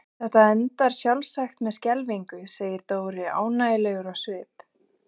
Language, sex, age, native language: Icelandic, female, 20-29, Icelandic